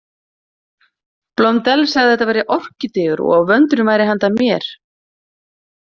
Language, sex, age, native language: Icelandic, female, 40-49, Icelandic